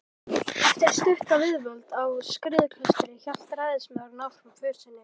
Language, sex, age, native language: Icelandic, male, 11, Icelandic